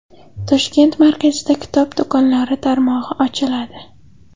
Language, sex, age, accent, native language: Uzbek, female, 18-24, Samarqand, Uzbek